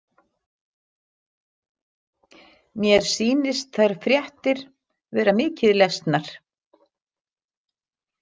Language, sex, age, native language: Icelandic, female, 60-69, Icelandic